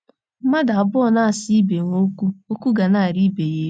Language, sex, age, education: Igbo, female, 15-29, tertiary